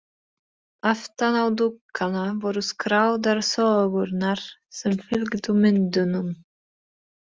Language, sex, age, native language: Icelandic, female, 20-29, Polish